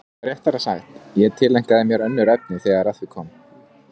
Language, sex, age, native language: Icelandic, male, 20-29, Icelandic